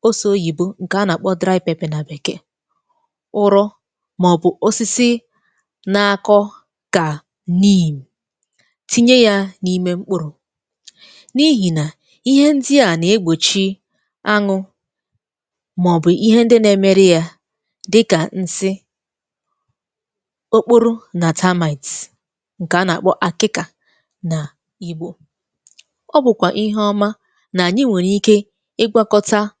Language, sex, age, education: Igbo, female, 15-29, tertiary